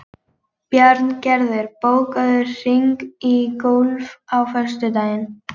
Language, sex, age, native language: Icelandic, female, 18-19, Icelandic